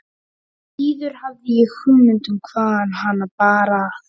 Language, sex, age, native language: Icelandic, male, 11, Icelandic